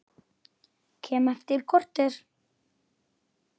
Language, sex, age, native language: Icelandic, male, 8, Icelandic